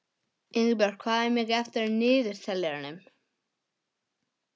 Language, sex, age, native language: Icelandic, male, 11, English